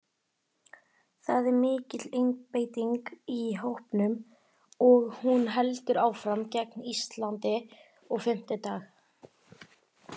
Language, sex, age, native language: Icelandic, female, 18-19, Icelandic